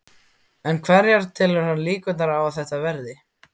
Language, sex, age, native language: Icelandic, male, 15, Icelandic